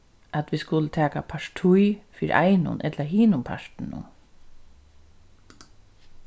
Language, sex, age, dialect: Faroese, female, 36-60, Suðurstreymoy